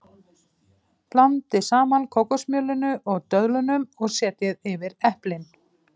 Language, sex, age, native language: Icelandic, female, 50-59, Icelandic